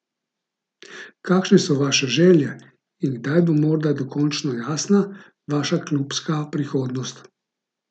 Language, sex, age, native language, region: Slovenian, male, 50-59, Slovenian, Gorica region